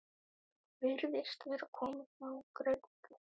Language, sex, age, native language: Icelandic, male, 12, Icelandic